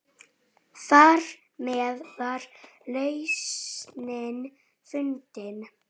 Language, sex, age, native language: Icelandic, female, 10, Icelandic